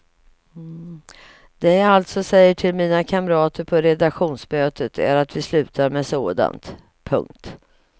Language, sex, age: Swedish, female, 55